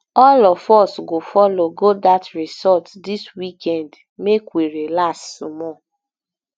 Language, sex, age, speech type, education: Nigerian Pidgin, female, 15-29, spontaneous, tertiary